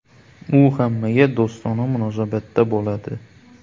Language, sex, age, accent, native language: Uzbek, male, 18-24, Qoraqalpog'iston, Uzbek